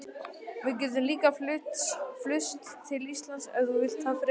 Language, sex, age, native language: Icelandic, male, 18-19, Icelandic